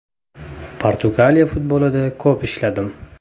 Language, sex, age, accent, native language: Uzbek, male, 18-24, Toshkent viloyati, Uzbek